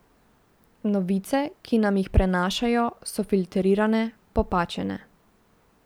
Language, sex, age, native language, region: Slovenian, female, 18-29, Slovenian, Central Slovenia